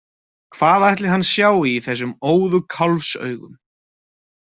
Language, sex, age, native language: Icelandic, male, 20-29, Icelandic